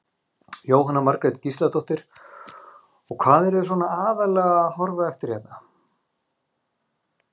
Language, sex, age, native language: Icelandic, male, 40-49, Icelandic